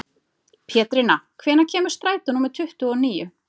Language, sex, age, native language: Icelandic, female, 30-39, Icelandic